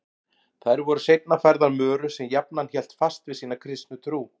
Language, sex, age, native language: Icelandic, male, 40-49, Icelandic